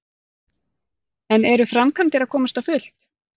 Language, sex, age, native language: Icelandic, female, 40-49, Icelandic